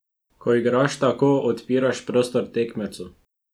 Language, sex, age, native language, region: Slovenian, male, 12-17, Slovenian, Drava region